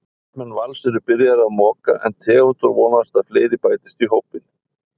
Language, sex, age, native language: Icelandic, male, 50-59, Icelandic